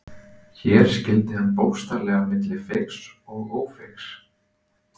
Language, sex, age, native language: Icelandic, male, 20-29, Icelandic